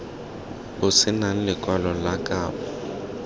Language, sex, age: Tswana, male, 21